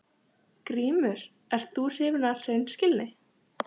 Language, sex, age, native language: Icelandic, female, 13, Icelandic